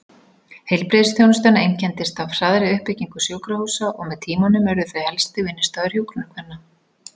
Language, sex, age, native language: Icelandic, female, 40-49, Icelandic